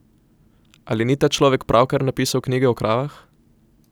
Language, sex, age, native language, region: Slovenian, male, 18-29, Slovenian, Coastal Karst region